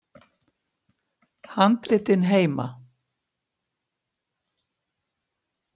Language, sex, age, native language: Icelandic, female, 50-59, Icelandic